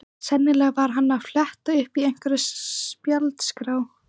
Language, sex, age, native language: Icelandic, female, 14, Icelandic